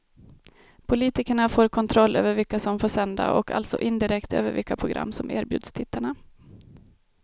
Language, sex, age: Swedish, female, 32